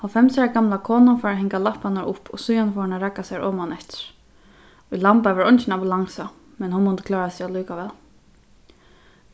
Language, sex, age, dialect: Faroese, female, 15-35, Suðurstreymoy